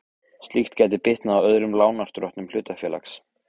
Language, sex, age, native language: Icelandic, male, 15, Icelandic